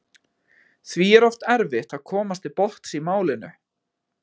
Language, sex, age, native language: Icelandic, male, 20-29, Icelandic